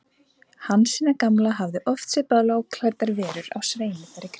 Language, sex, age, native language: Icelandic, female, 20-29, Icelandic